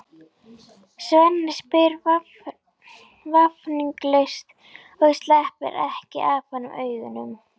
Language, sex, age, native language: Icelandic, female, 11, Icelandic